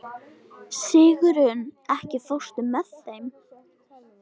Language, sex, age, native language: Icelandic, female, 13, Icelandic